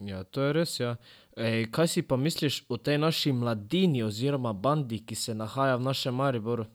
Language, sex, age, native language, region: Slovenian, male, 12-17, Slovenian, Drava region